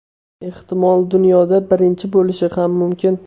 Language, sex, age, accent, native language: Uzbek, male, 18-24, Namangan, Uzbek